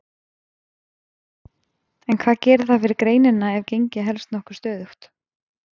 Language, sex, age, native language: Icelandic, female, 20-29, Icelandic